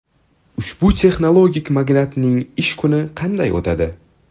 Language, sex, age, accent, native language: Uzbek, male, 12-17, Toshkent shahri, Uzbek